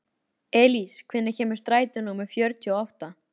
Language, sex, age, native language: Icelandic, female, 13, Icelandic